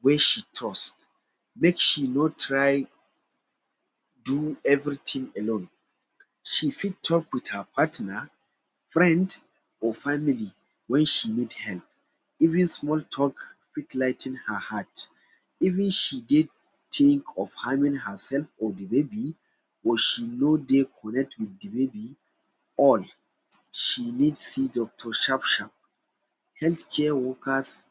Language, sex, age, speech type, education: Nigerian Pidgin, male, 15-29, spontaneous, tertiary